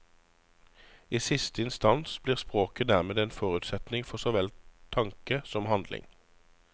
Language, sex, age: Norwegian, male, 35